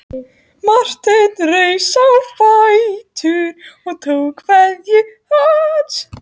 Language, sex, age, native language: Icelandic, female, 14, Icelandic